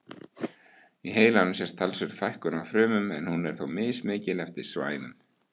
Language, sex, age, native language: Icelandic, male, 18-19, Icelandic